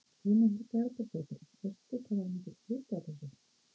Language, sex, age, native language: Icelandic, female, 50-59, Icelandic